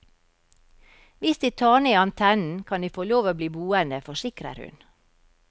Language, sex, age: Norwegian, female, 52